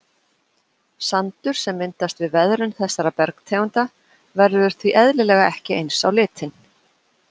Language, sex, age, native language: Icelandic, female, 40-49, Icelandic